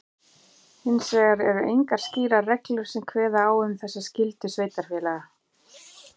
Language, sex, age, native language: Icelandic, female, 40-49, Icelandic